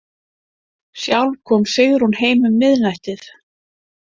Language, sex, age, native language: Icelandic, female, 50-59, Icelandic